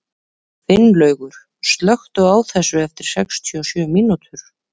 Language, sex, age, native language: Icelandic, female, 30-39, Icelandic